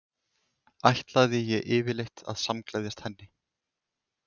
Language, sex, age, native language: Icelandic, male, 20-29, Icelandic